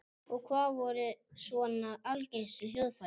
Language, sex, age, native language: Icelandic, male, 30-39, Icelandic